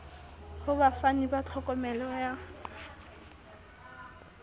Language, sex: Southern Sotho, female